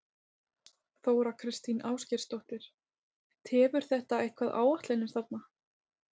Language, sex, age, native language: Icelandic, female, 30-39, Icelandic